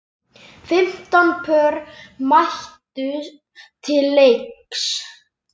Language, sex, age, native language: Icelandic, male, 10, Icelandic